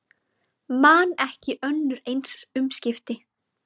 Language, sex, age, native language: Icelandic, female, 20-29, Icelandic